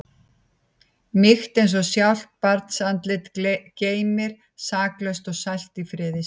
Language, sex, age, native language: Icelandic, female, 50-59, Icelandic